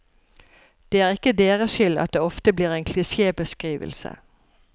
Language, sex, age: Norwegian, female, 54